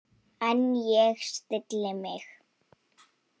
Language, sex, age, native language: Icelandic, female, 18-19, Polish